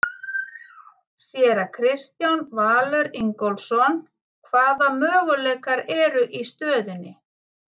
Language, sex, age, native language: Icelandic, female, 13, Icelandic